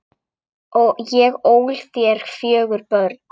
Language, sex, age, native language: Icelandic, male, 8, Icelandic